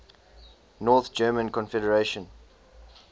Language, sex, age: English, male, 20